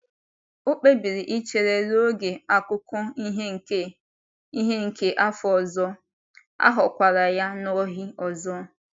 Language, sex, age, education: Igbo, female, 15-29, tertiary